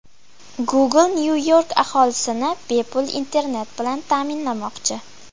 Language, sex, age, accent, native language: Uzbek, female, 12-17, Farg'ona, Uzbek